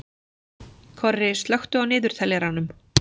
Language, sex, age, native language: Icelandic, female, 40-49, Icelandic